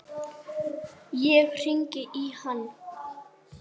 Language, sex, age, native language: Icelandic, male, 8, Icelandic